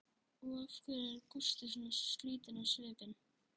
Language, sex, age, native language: Icelandic, male, 11, Icelandic